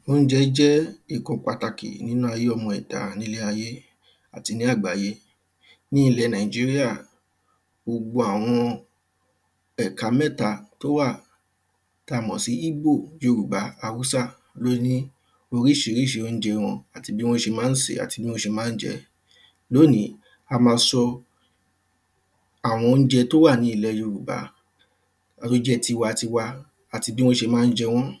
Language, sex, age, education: Yoruba, male, 15-29, primary